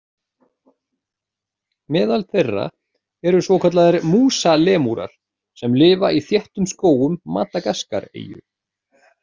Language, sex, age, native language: Icelandic, male, 40-49, Icelandic